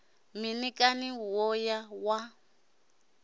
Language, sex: Venda, male